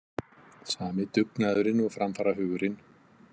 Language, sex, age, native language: Icelandic, male, 50-59, Icelandic